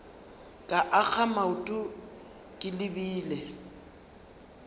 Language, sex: Northern Sotho, female